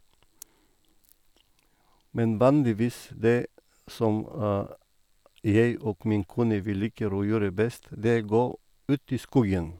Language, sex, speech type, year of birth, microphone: Norwegian, male, spontaneous, 1958, Sennheiser